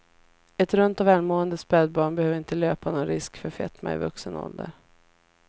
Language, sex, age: Swedish, female, 33